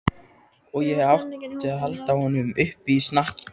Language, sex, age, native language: Icelandic, male, 13, Icelandic